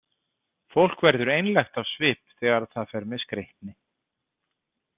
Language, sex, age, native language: Icelandic, male, 30-39, Icelandic